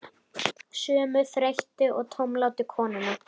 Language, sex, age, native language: Icelandic, female, 10, Icelandic